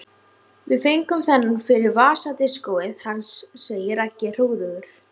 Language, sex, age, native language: Icelandic, female, 16, Icelandic